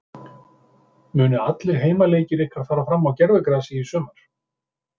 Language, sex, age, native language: Icelandic, male, 50-59, Icelandic